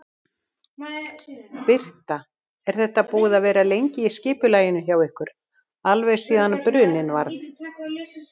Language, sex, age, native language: Icelandic, female, 60-69, Icelandic